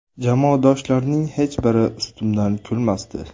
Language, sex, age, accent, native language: Uzbek, male, 18-24, Samarqand, Uzbek